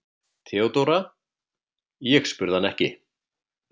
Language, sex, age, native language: Icelandic, male, 50-59, Icelandic